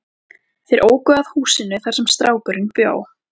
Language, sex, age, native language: Icelandic, female, 14, Icelandic